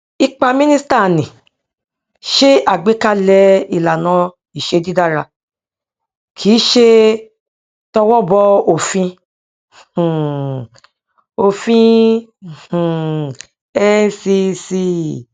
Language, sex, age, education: Yoruba, female, 46-60, tertiary